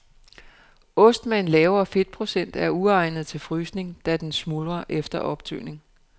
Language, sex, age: Danish, female, 49